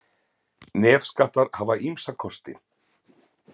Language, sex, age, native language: Icelandic, male, 50-59, Icelandic